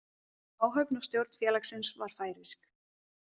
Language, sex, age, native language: Icelandic, female, 20-29, Icelandic